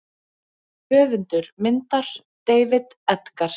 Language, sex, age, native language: Icelandic, female, 20-29, Icelandic